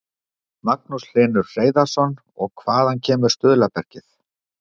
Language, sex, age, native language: Icelandic, male, 50-59, Icelandic